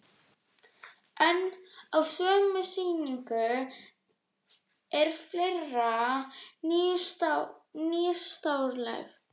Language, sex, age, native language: Icelandic, female, 12, Icelandic